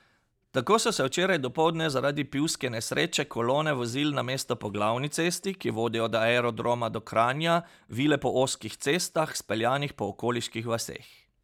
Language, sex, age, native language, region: Slovenian, male, 30-49, Slovenian, Pomurje region